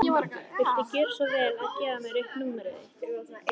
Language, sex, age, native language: Icelandic, female, 14, Icelandic